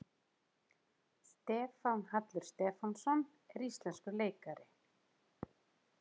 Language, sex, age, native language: Icelandic, female, 40-49, Icelandic